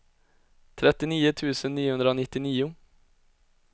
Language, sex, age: Swedish, male, 20